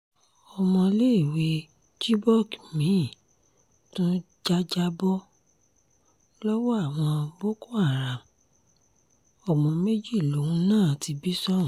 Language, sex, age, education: Yoruba, female, 30-45, tertiary